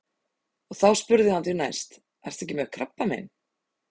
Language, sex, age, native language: Icelandic, female, 30-39, Icelandic